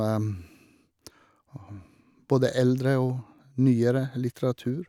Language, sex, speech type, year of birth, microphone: Norwegian, male, spontaneous, 1952, Shure